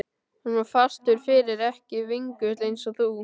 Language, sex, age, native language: Icelandic, male, 12, Icelandic